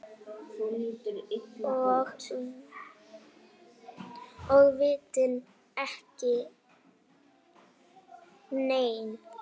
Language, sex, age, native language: Icelandic, female, 8, Icelandic